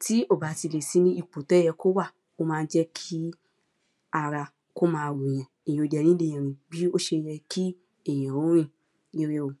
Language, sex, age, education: Yoruba, female, 15-29, primary